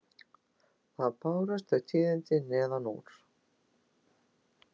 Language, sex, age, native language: Icelandic, female, 60-69, Icelandic